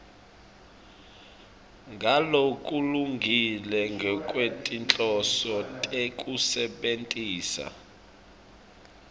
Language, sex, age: Swati, male, 24